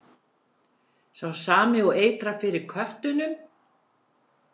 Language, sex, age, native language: Icelandic, female, 70-79, Icelandic